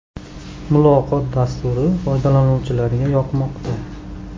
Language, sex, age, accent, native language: Uzbek, male, 18-24, Andijon, Uzbek